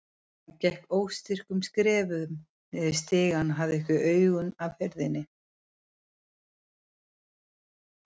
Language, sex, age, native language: Icelandic, female, 50-59, Icelandic